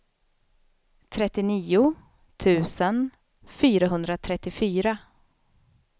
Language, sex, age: Swedish, female, 32